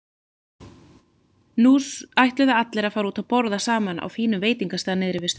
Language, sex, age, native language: Icelandic, female, 30-39, Icelandic